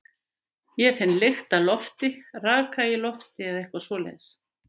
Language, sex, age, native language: Icelandic, female, 50-59, Icelandic